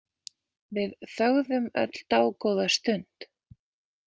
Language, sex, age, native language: Icelandic, female, 20-29, Icelandic